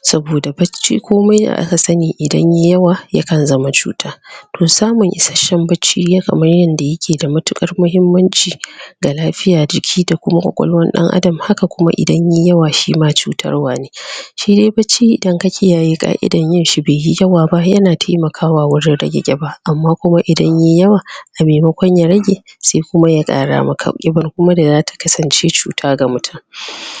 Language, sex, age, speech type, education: Hausa, female, 30-45, spontaneous, tertiary